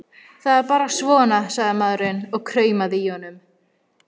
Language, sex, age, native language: Icelandic, female, 13, Icelandic